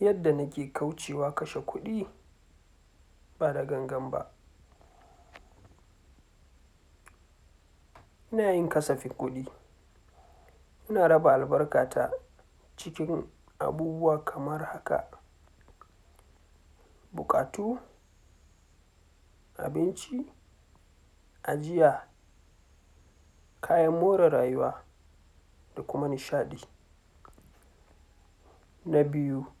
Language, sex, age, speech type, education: Hausa, male, 46-60, spontaneous, tertiary